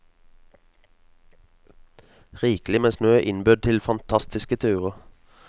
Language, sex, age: Norwegian, male, 22